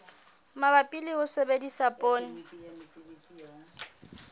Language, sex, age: Southern Sotho, female, 22